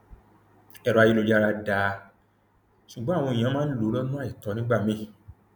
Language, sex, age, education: Yoruba, male, 30-45, tertiary